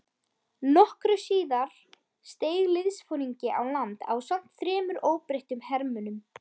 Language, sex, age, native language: Icelandic, female, 13, Icelandic